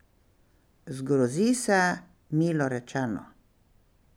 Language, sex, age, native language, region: Slovenian, female, 60+, Slovenian, Pomurje region